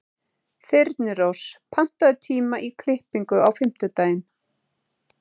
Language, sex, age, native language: Icelandic, female, 30-39, Icelandic